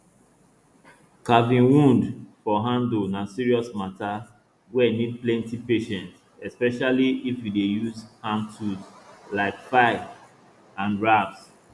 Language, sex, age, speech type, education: Nigerian Pidgin, male, 30-45, spontaneous, tertiary